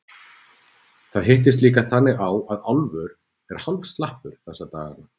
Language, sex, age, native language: Icelandic, male, 40-49, Icelandic